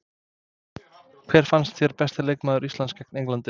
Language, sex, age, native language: Icelandic, male, 20-29, Serbo-Croatian